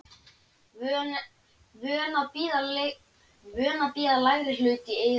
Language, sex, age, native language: Icelandic, male, 12, Icelandic